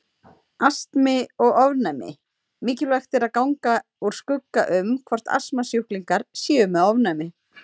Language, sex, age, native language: Icelandic, female, 30-39, Icelandic